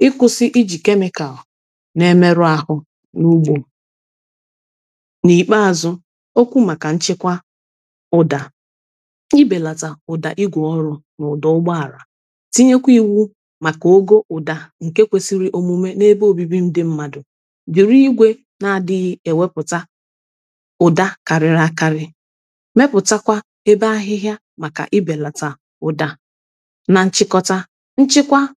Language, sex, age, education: Igbo, female, 30-45, tertiary